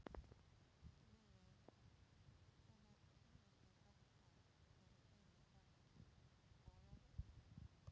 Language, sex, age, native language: Icelandic, female, 40-49, Polish